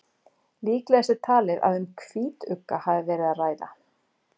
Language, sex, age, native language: Icelandic, female, 40-49, Icelandic